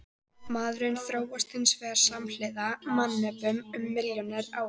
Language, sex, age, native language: Icelandic, female, 18-19, Icelandic